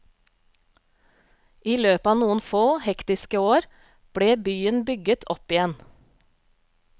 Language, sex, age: Norwegian, female, 35